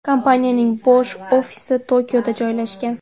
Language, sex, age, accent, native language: Uzbek, female, 18-24, Surxondaryo, Uzbek